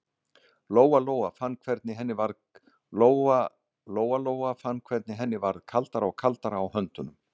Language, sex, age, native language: Icelandic, male, 60-69, Icelandic